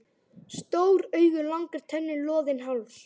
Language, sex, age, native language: Icelandic, male, 11, Icelandic